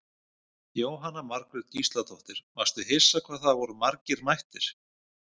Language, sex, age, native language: Icelandic, male, 50-59, Icelandic